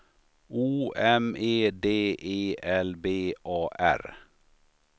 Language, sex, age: Swedish, male, 53